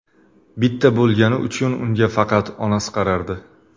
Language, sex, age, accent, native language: Uzbek, male, 25-34, Qashqadaryo, Uzbek